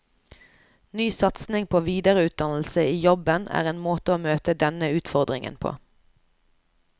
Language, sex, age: Norwegian, female, 29